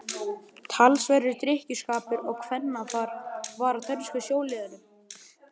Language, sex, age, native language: Icelandic, male, 11, Icelandic